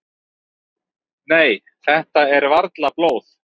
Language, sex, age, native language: Icelandic, male, 30-39, Icelandic